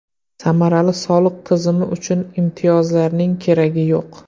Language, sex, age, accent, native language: Uzbek, male, 25-34, Qoraqalpog'iston, Uzbek